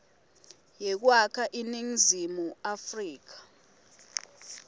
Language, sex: Swati, female